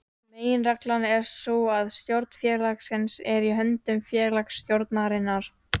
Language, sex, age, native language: Icelandic, female, 13, Icelandic